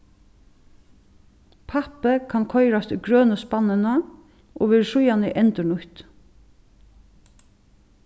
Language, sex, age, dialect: Faroese, female, 36-60, Suðurstreymoy